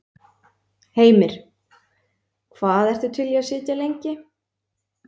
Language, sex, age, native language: Icelandic, female, 20-29, Icelandic